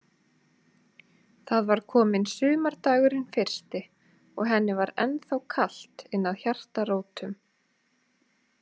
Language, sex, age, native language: Icelandic, female, 30-39, Icelandic